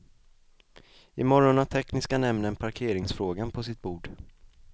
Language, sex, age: Swedish, male, 20